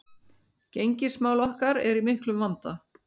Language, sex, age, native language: Icelandic, female, 60-69, Icelandic